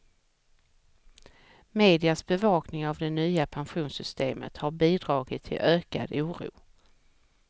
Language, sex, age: Swedish, female, 44